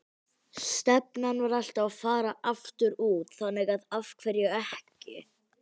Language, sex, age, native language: Icelandic, male, 18-19, Icelandic